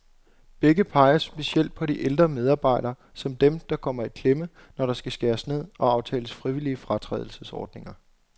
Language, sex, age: Danish, male, 26